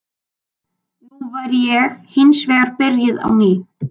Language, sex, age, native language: Icelandic, male, 12, Icelandic